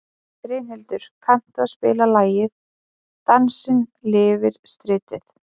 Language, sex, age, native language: Icelandic, female, 20-29, Icelandic